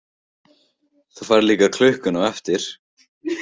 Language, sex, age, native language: Icelandic, male, 15, Icelandic